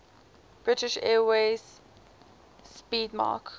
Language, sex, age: English, female, 18